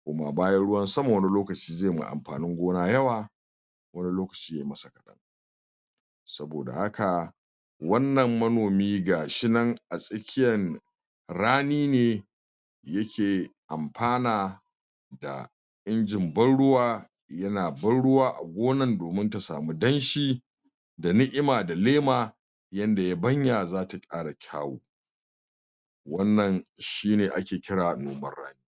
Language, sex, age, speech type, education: Hausa, male, 46-60, spontaneous, tertiary